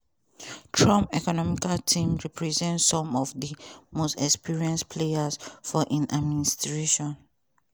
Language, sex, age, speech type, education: Nigerian Pidgin, female, 15-29, spontaneous, tertiary